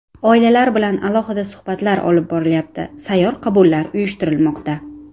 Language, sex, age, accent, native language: Uzbek, female, 19-29, Samarqand, Uzbek